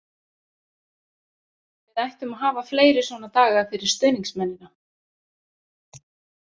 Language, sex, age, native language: Icelandic, female, 40-49, Icelandic